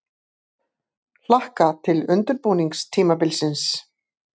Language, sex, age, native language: Icelandic, female, 50-59, Icelandic